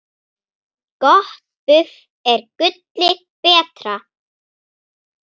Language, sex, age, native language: Icelandic, female, 9, Icelandic